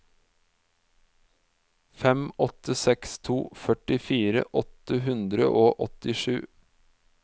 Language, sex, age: Norwegian, male, 46